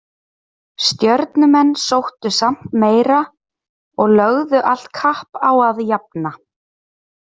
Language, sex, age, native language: Icelandic, female, 30-39, Icelandic